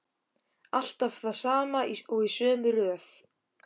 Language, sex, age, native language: Icelandic, male, 13, Icelandic